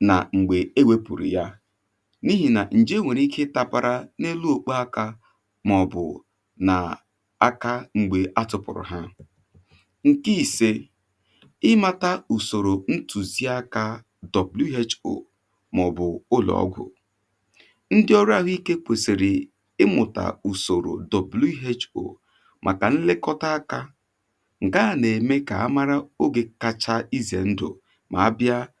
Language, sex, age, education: Igbo, male, 30-45, tertiary